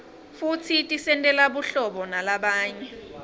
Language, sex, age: Swati, female, 22